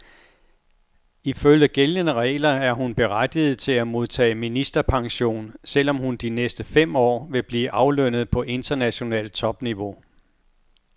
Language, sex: Danish, male